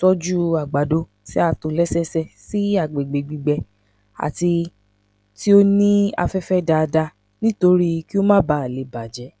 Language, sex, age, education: Yoruba, female, 30-45, tertiary